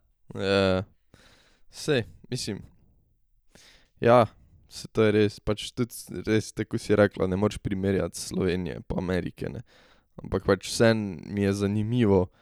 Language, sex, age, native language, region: Slovenian, male, 18-29, Slovenian, Drava region